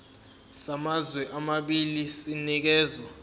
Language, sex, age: Zulu, male, 20